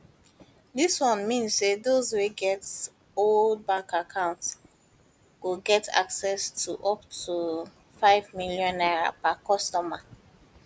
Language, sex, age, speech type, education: Nigerian Pidgin, female, 15-29, spontaneous, tertiary